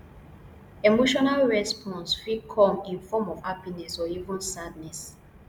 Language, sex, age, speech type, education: Nigerian Pidgin, female, 15-29, spontaneous, tertiary